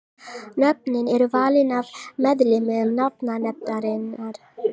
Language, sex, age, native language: Icelandic, female, 18-19, Icelandic